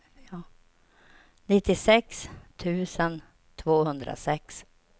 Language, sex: Swedish, female